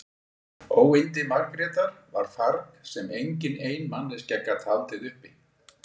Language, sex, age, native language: Icelandic, male, 60-69, Icelandic